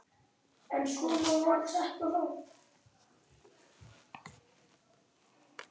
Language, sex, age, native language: Icelandic, male, 8, Icelandic